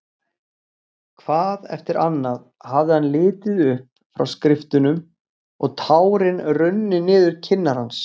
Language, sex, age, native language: Icelandic, male, 40-49, Icelandic